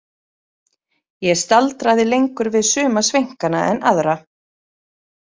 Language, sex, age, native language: Icelandic, female, 30-39, Icelandic